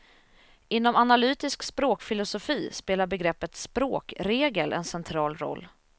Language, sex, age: Swedish, female, 27